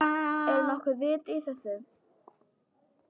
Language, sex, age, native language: Icelandic, female, 10, Icelandic